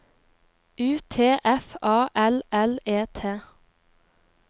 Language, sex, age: Norwegian, female, 23